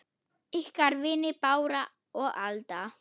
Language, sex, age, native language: Icelandic, female, 8, German